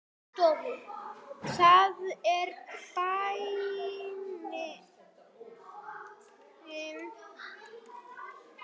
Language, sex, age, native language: Icelandic, female, 8, Icelandic